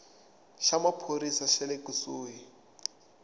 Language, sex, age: Tsonga, male, 24